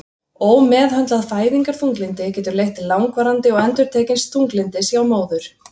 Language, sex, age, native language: Icelandic, female, 30-39, Icelandic